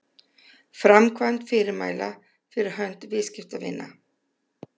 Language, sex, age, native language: Icelandic, female, 60-69, Icelandic